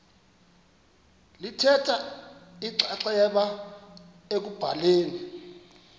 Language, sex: Xhosa, male